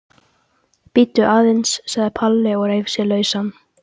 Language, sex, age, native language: Icelandic, male, 13, Icelandic